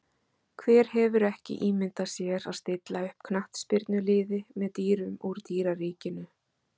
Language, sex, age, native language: Icelandic, female, 40-49, Icelandic